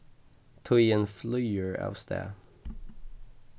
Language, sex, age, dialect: Faroese, male, 15-35, Suðurstreymoy